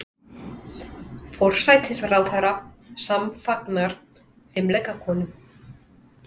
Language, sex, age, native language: Icelandic, female, 30-39, Icelandic